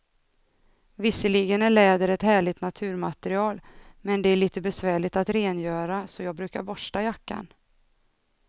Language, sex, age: Swedish, female, 32